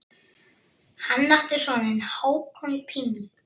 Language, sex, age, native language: Icelandic, male, 6, Icelandic